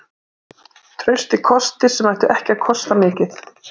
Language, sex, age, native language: Icelandic, female, 30-39, Icelandic